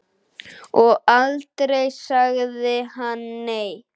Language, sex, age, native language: Icelandic, male, 9, Icelandic